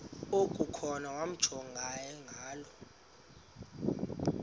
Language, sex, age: Xhosa, male, 26